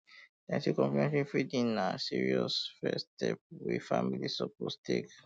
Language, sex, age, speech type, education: Nigerian Pidgin, male, 15-29, spontaneous, tertiary